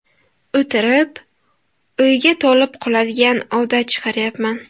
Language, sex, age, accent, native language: Uzbek, female, 18-24, Buxoro, Uzbek